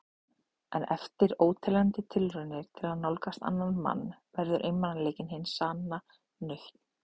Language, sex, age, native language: Icelandic, female, 30-39, Icelandic